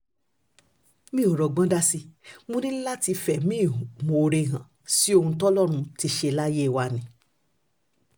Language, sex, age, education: Yoruba, female, 30-45, tertiary